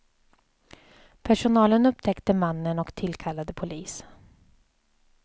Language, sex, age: Swedish, female, 27